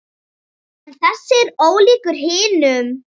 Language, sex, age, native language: Icelandic, female, 7, Icelandic